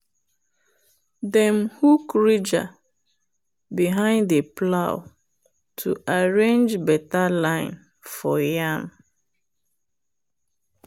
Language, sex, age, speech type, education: Nigerian Pidgin, female, 30-45, spontaneous, tertiary